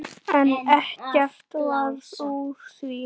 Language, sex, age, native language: Icelandic, male, 9, Icelandic